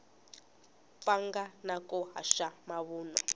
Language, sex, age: Tsonga, female, 20